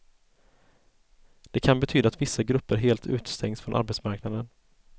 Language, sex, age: Swedish, male, 30